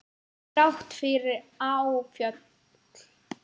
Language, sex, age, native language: Icelandic, female, 9, Icelandic